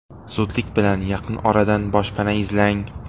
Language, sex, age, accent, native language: Uzbek, male, 18-24, Xorazm, Uzbek